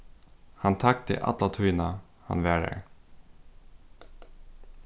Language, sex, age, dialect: Faroese, male, 15-35, Suðurstreymoy